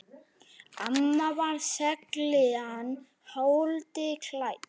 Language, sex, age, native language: Icelandic, male, 9, Icelandic